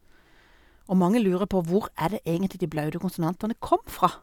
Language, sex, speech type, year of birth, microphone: Norwegian, female, spontaneous, 1972, Sennheiser